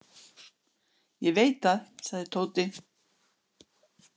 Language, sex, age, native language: Icelandic, female, 60-69, Icelandic